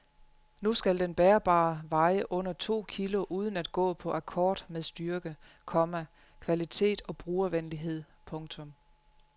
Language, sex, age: Danish, female, 35